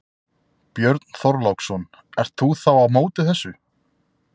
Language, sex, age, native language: Icelandic, male, 20-29, Icelandic